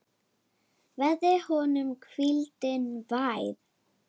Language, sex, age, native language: Icelandic, female, 8, Icelandic